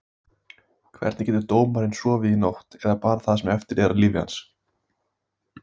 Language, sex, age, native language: Icelandic, male, 18-19, Icelandic